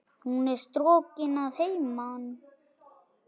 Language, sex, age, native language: Icelandic, male, 7, Icelandic